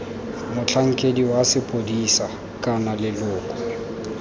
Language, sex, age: Tswana, male, 19